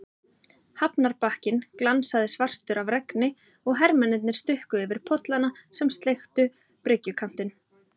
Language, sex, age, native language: Icelandic, female, 30-39, Icelandic